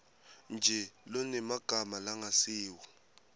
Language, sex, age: Swati, male, 18